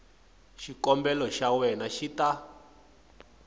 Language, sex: Tsonga, male